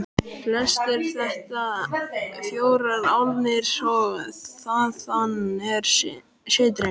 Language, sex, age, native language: Icelandic, male, 12, Icelandic